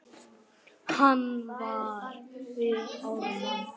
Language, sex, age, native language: Icelandic, male, 9, Icelandic